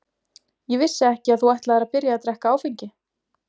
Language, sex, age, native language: Icelandic, female, 20-29, Icelandic